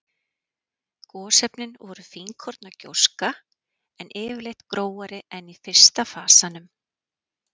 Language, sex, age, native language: Icelandic, female, 40-49, Icelandic